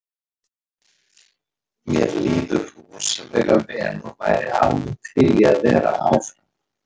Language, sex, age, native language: Icelandic, male, 40-49, Icelandic